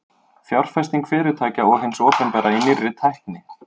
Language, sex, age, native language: Icelandic, male, 30-39, Icelandic